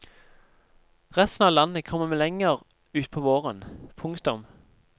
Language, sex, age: Norwegian, male, 26